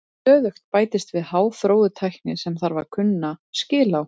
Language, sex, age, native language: Icelandic, female, 30-39, Icelandic